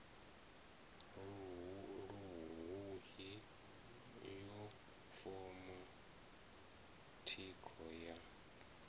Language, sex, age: Venda, male, 34